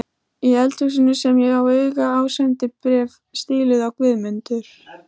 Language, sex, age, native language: Icelandic, female, 14, Icelandic